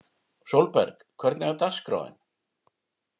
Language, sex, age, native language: Icelandic, male, 50-59, Icelandic